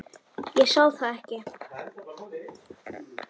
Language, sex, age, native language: Icelandic, male, 10, Icelandic